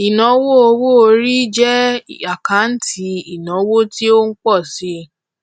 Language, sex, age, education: Yoruba, female, 15-29, tertiary